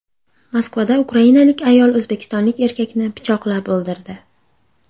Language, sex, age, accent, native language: Uzbek, female, 18-24, Andijon, Uzbek